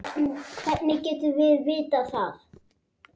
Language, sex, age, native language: Icelandic, male, 7, Icelandic